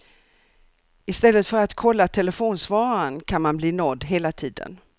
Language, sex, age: Swedish, female, 64